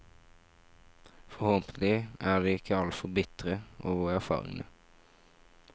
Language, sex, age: Norwegian, male, 17